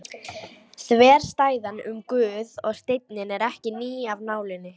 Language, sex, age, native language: Icelandic, female, 18-19, Icelandic